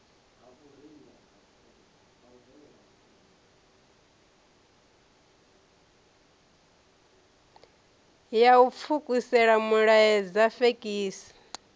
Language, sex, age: Venda, female, 34